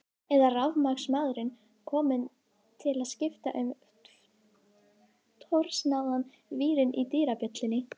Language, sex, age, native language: Icelandic, female, 18-19, Icelandic